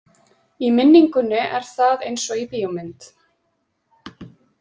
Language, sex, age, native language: Icelandic, female, 30-39, Icelandic